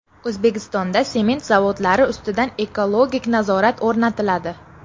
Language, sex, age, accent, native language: Uzbek, female, 18-24, Namangan, Uzbek